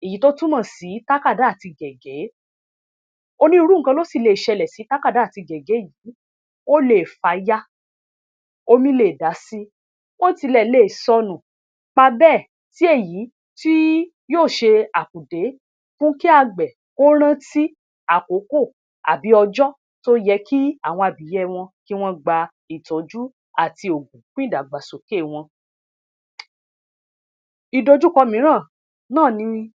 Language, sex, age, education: Yoruba, female, 30-45, tertiary